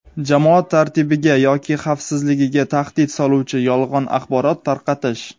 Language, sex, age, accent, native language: Uzbek, male, 19-29, Sirdaryo, Uzbek